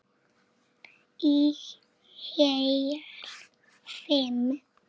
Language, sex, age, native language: Icelandic, female, 7, Icelandic